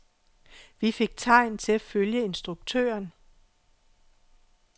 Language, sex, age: Danish, female, 48